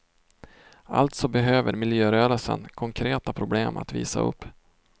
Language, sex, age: Swedish, male, 32